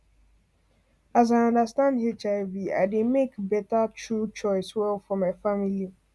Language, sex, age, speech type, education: Nigerian Pidgin, female, 15-29, spontaneous, tertiary